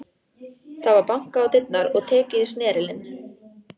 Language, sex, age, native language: Icelandic, female, 14, Icelandic